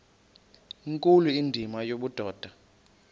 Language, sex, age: Xhosa, male, 28